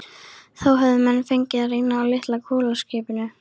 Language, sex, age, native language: Icelandic, female, 13, Icelandic